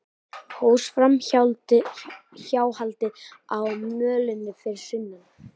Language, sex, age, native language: Icelandic, male, 18-19, Icelandic